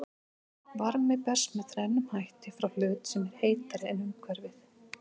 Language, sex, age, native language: Icelandic, female, 50-59, Icelandic